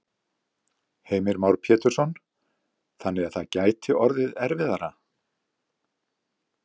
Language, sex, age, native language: Icelandic, male, 70-79, Icelandic